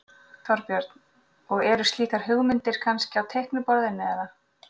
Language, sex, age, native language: Icelandic, female, 40-49, Icelandic